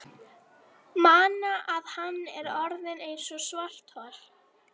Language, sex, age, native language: Icelandic, female, 12, Icelandic